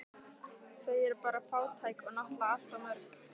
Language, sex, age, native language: Icelandic, female, 15, Icelandic